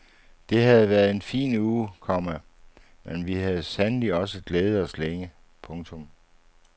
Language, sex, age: Danish, male, 59